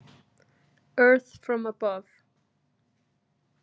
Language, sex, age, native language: Icelandic, female, 30-39, Icelandic